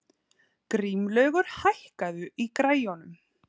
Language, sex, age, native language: Icelandic, female, 30-39, Icelandic